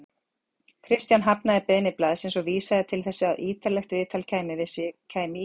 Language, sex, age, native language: Icelandic, female, 40-49, Icelandic